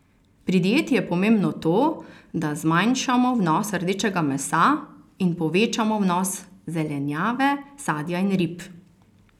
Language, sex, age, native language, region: Slovenian, female, 30-49, Slovenian, Carinthia region